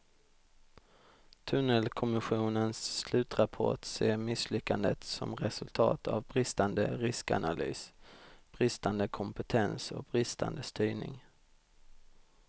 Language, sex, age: Swedish, male, 32